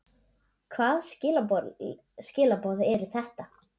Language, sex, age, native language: Icelandic, female, 7, Icelandic